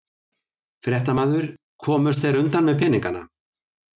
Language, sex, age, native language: Icelandic, male, 60-69, Icelandic